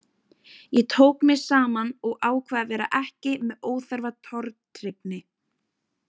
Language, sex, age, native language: Icelandic, female, 18-19, Icelandic